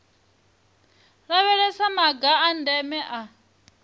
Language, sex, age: Venda, female, 23